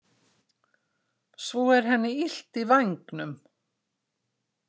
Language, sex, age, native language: Icelandic, female, 60-69, Icelandic